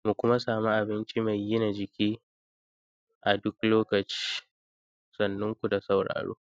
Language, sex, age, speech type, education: Hausa, male, 15-29, spontaneous, secondary